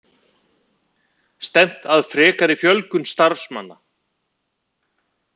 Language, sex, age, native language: Icelandic, male, 50-59, Icelandic